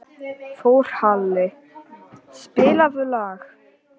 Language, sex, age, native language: Icelandic, male, 11, Icelandic